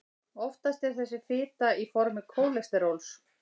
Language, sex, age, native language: Icelandic, female, 60-69, Icelandic